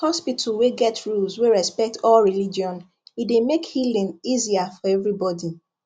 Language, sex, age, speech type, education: Nigerian Pidgin, female, 15-29, spontaneous, tertiary